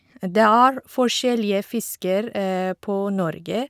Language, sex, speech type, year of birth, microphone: Norwegian, female, spontaneous, 1985, Shure